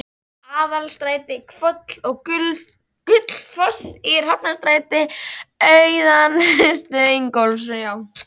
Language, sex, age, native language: Icelandic, female, 14, Icelandic